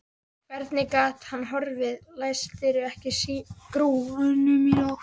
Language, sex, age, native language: Icelandic, female, 14, Icelandic